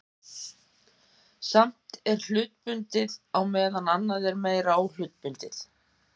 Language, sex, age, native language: Icelandic, female, 50-59, Icelandic